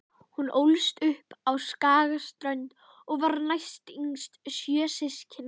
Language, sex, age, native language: Icelandic, female, 11, Icelandic